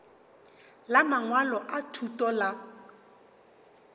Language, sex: Northern Sotho, male